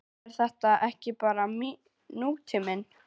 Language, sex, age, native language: Icelandic, female, 11, Icelandic